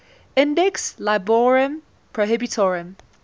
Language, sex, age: English, female, 20